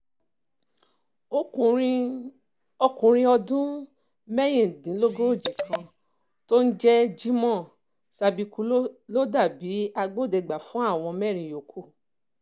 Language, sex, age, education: Yoruba, female, 30-45, tertiary